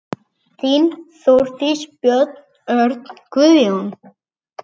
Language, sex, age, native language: Icelandic, male, 9, Icelandic